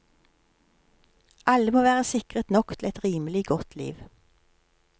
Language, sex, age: Norwegian, female, 53